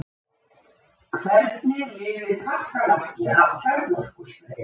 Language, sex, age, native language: Icelandic, female, 70-79, Icelandic